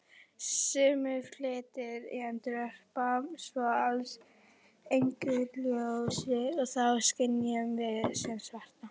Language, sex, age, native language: Icelandic, female, 40-49, Icelandic